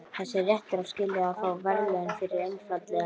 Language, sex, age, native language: Icelandic, male, 12, Icelandic